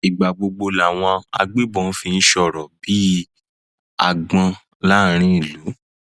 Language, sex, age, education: Yoruba, male, 15-29, tertiary